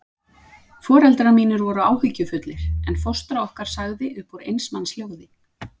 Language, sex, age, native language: Icelandic, female, 40-49, Icelandic